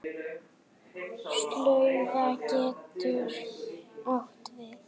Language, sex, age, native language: Icelandic, female, 8, Icelandic